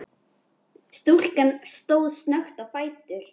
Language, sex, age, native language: Icelandic, female, 10, Icelandic